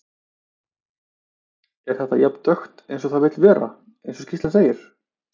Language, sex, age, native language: Icelandic, male, 30-39, Icelandic